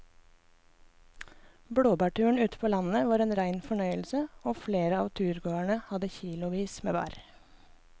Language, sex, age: Norwegian, female, 24